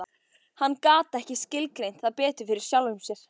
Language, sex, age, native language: Icelandic, female, 14, Icelandic